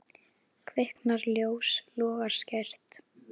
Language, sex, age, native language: Icelandic, female, 10, Icelandic